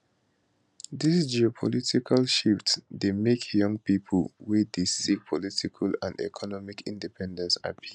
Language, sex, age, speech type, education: Nigerian Pidgin, male, 15-29, spontaneous, tertiary